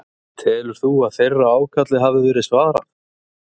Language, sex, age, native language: Icelandic, male, 20-29, Icelandic